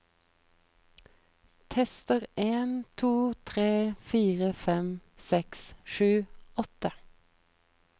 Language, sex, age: Norwegian, female, 43